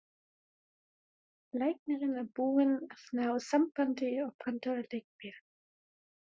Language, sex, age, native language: Icelandic, female, 20-29, German